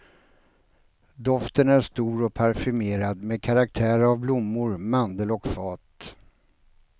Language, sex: Swedish, male